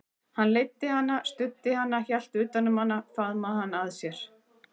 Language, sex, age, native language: Icelandic, female, 40-49, Icelandic